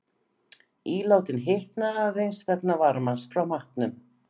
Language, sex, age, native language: Icelandic, female, 50-59, Icelandic